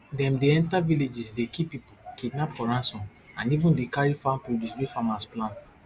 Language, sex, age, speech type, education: Nigerian Pidgin, male, 15-29, spontaneous, tertiary